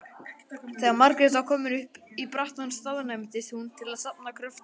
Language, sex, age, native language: Icelandic, male, 20-29, Icelandic